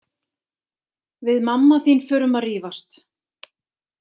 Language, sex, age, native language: Icelandic, female, 60-69, Icelandic